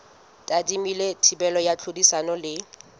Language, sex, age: Southern Sotho, female, 19